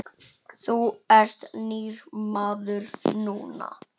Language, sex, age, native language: Icelandic, male, 9, Icelandic